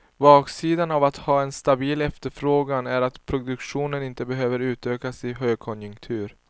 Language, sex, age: Swedish, male, 19